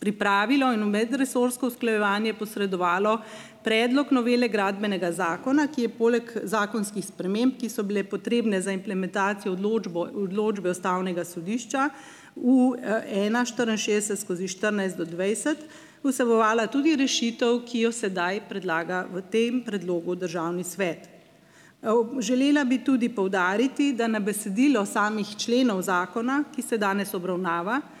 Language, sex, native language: Slovenian, female, Slovenian